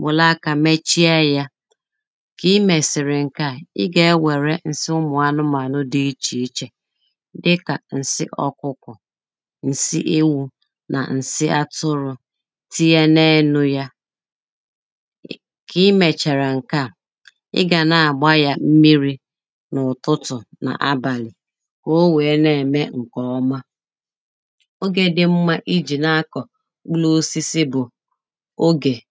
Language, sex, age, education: Igbo, female, 30-45, tertiary